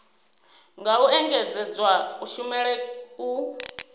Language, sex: Venda, female